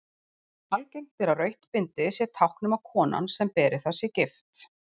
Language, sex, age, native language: Icelandic, female, 40-49, Icelandic